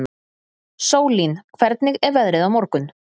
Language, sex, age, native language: Icelandic, female, 30-39, Icelandic